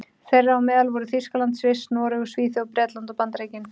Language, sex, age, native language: Icelandic, female, 30-39, Icelandic